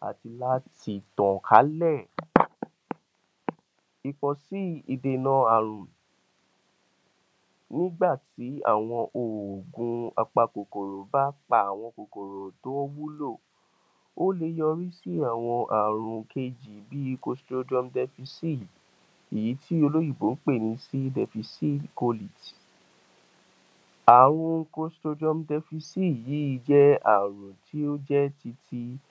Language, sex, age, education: Yoruba, male, 46-60, tertiary